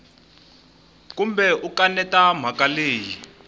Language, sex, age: Tsonga, male, 20